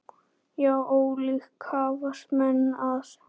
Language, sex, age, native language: Icelandic, male, 10, Icelandic